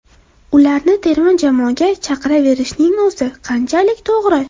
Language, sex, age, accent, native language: Uzbek, female, under 19, Andijon, Uzbek